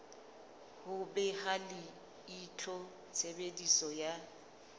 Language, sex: Southern Sotho, female